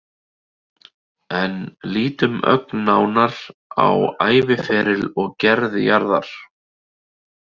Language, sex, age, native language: Icelandic, male, 30-39, Icelandic